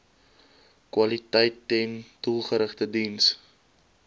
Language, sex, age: Afrikaans, male, 22